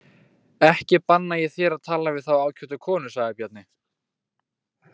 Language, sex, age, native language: Icelandic, male, 18-19, Icelandic